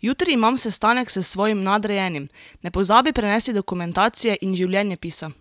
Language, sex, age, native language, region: Slovenian, female, 18-29, Slovenian, Drava region